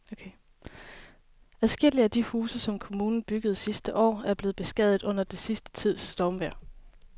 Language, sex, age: Danish, female, 23